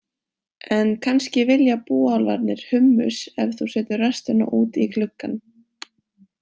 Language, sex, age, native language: Icelandic, female, 18-19, Icelandic